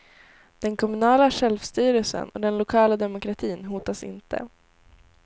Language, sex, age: Swedish, female, 18